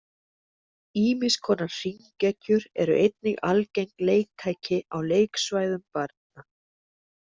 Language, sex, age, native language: Icelandic, female, 60-69, Icelandic